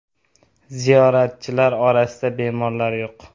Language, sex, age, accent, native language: Uzbek, male, 18-24, Toshkent viloyati, Uzbek